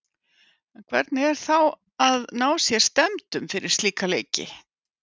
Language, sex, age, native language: Icelandic, female, 50-59, Icelandic